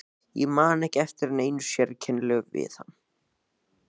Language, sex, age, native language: Icelandic, male, 14, Icelandic